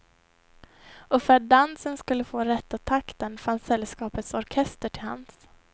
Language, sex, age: Swedish, female, 21